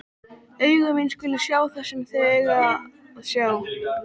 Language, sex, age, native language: Icelandic, male, 13, Icelandic